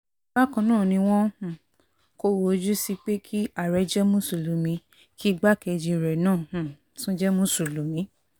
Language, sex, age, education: Yoruba, female, 15-29, tertiary